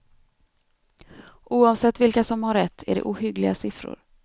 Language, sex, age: Swedish, female, 32